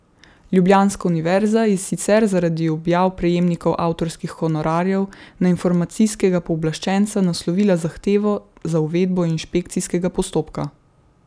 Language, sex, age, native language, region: Slovenian, female, 18-29, Slovenian, Central Slovenia